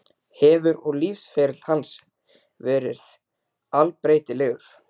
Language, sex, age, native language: Icelandic, male, 12, Icelandic